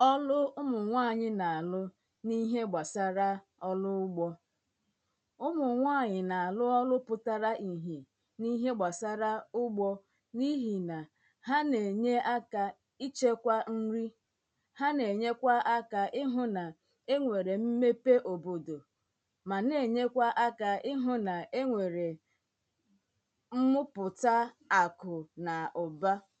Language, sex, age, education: Igbo, female, 30-45, tertiary